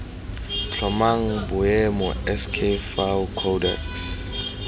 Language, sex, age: Tswana, male, 23